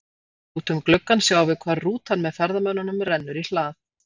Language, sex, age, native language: Icelandic, female, 40-49, Icelandic